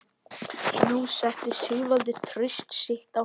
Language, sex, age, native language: Icelandic, male, 11, Icelandic